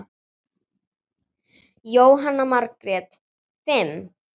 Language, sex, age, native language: Icelandic, female, 7, Icelandic